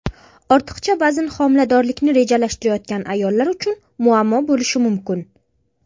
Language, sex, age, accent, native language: Uzbek, female, under 19, Farg'ona, Uzbek